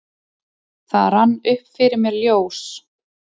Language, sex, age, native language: Icelandic, female, 30-39, Icelandic